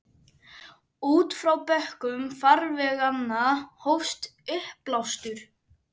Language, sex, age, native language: Icelandic, male, 11, Icelandic